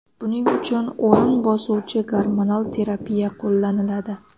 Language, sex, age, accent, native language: Uzbek, female, 19-29, Xorazm, Uzbek